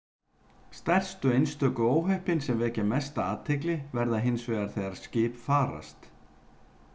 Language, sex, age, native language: Icelandic, male, 50-59, Icelandic